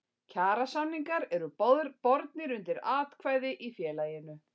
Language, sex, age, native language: Icelandic, female, 40-49, Icelandic